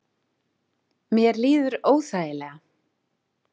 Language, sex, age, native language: Icelandic, female, 40-49, Icelandic